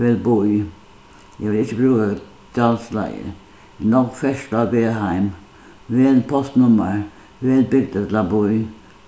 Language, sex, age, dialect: Faroese, female, 61+, Suðuroy